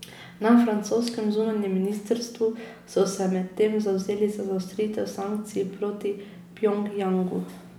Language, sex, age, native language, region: Slovenian, female, 18-29, Slovenian, Drava region